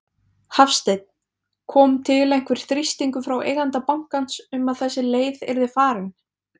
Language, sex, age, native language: Icelandic, female, 20-29, Icelandic